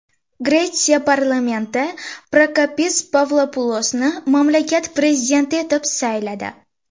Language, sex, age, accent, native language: Uzbek, female, under 19, Toshkent shahri, Uzbek